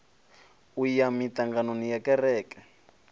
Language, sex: Venda, male